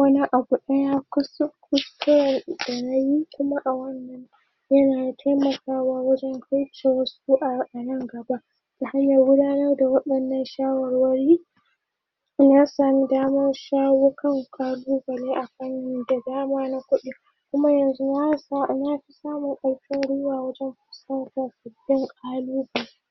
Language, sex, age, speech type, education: Hausa, female, 15-29, spontaneous, tertiary